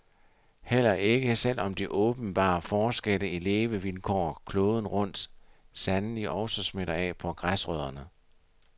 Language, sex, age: Danish, male, 60